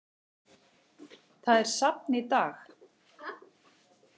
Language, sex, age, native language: Icelandic, female, 10, Icelandic